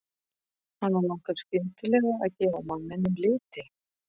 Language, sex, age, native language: Icelandic, female, 40-49, Icelandic